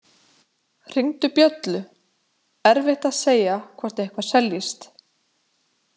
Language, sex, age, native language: Icelandic, female, 20-29, Icelandic